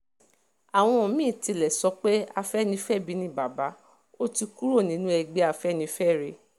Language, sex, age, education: Yoruba, female, 30-45, tertiary